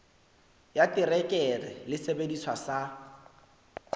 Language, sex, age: Southern Sotho, male, 25